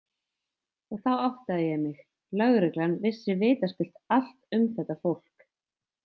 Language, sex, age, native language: Icelandic, female, 20-29, Icelandic